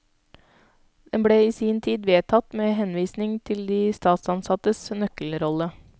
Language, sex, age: Norwegian, female, 32